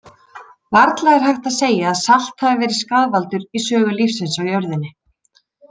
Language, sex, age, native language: Icelandic, female, 30-39, Icelandic